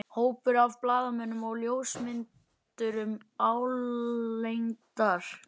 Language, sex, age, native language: Icelandic, male, 11, Icelandic